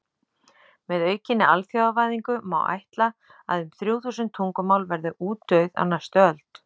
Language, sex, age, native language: Icelandic, female, 30-39, Icelandic